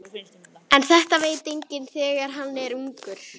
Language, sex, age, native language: Icelandic, female, 11, Icelandic